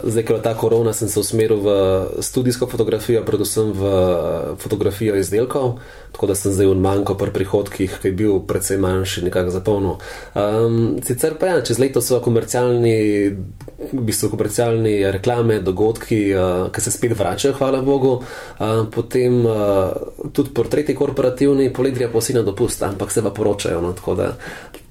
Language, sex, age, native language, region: Slovenian, male, 30-49, Slovenian, Central Slovenia